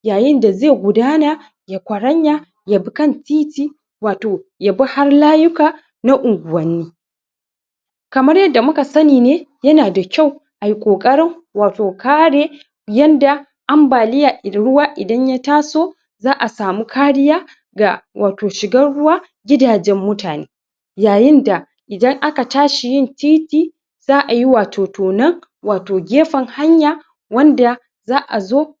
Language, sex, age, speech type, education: Hausa, male, 30-45, spontaneous, primary